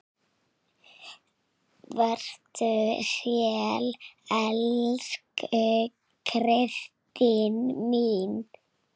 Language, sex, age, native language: Icelandic, female, 6, Icelandic